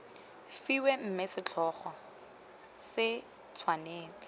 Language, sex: Tswana, female